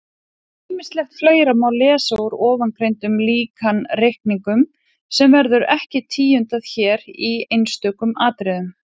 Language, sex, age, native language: Icelandic, female, 40-49, Icelandic